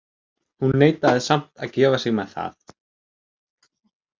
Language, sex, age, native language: Icelandic, male, 18-19, Icelandic